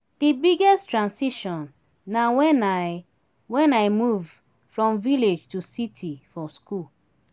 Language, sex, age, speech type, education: Nigerian Pidgin, female, 30-45, spontaneous, tertiary